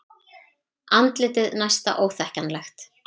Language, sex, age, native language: Icelandic, female, 30-39, Icelandic